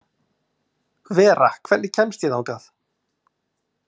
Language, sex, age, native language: Icelandic, male, 40-49, Icelandic